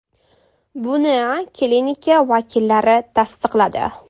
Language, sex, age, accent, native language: Uzbek, female, 18-24, Toshkent shahri, Uzbek